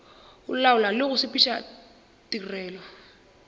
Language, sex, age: Northern Sotho, female, 21